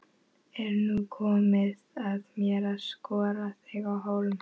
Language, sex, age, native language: Icelandic, female, 11, Icelandic